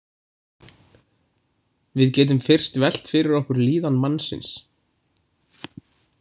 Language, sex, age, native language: Icelandic, male, 20-29, Icelandic